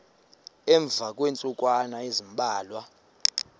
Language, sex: Xhosa, male